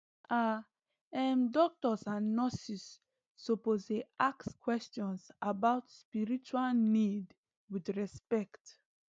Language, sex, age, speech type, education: Nigerian Pidgin, female, 15-29, spontaneous, tertiary